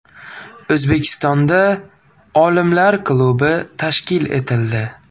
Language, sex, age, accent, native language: Uzbek, male, 18-24, Farg'ona, Uzbek